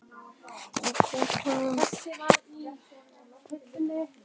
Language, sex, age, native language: Icelandic, other, 60-69, Icelandic